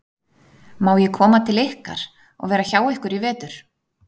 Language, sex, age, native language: Icelandic, female, 30-39, Icelandic